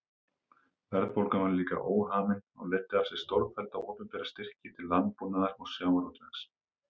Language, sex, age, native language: Icelandic, male, 30-39, Icelandic